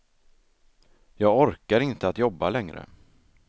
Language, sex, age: Swedish, male, 33